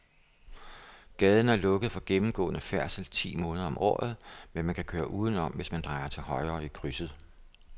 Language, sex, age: Danish, male, 57